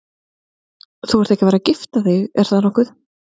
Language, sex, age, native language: Icelandic, female, 30-39, Icelandic